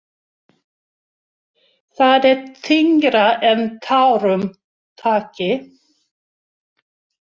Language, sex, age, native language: Icelandic, female, 60-69, Swedish